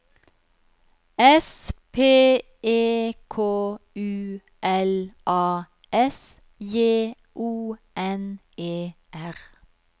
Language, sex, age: Norwegian, female, 43